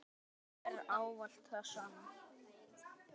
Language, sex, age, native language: Icelandic, male, 10, Icelandic